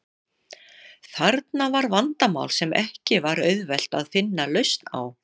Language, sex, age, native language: Icelandic, female, 60-69, Icelandic